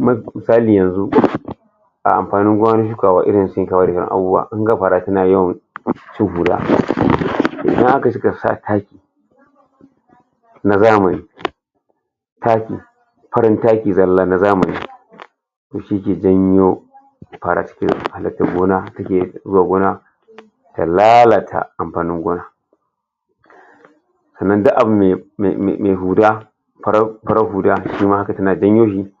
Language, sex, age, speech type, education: Hausa, male, 60+, spontaneous, tertiary